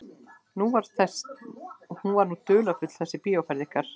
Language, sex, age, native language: Icelandic, female, 12, Icelandic